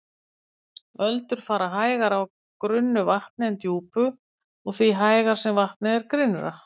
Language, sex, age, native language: Icelandic, female, 50-59, Icelandic